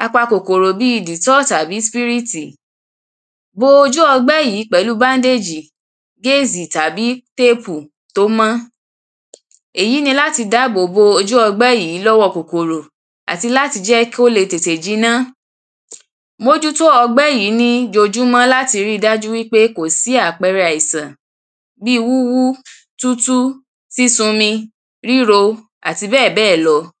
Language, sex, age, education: Yoruba, female, 15-29, primary